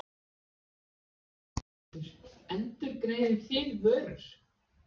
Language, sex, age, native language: Icelandic, female, 40-49, Icelandic